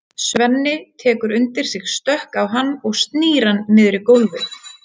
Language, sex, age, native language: Icelandic, female, 30-39, Icelandic